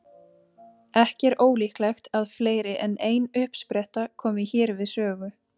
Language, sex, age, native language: Icelandic, female, 30-39, Icelandic